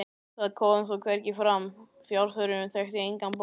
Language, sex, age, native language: Icelandic, male, 14, Icelandic